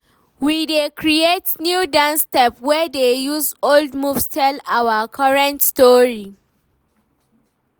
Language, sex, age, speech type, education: Nigerian Pidgin, female, 15-29, read, tertiary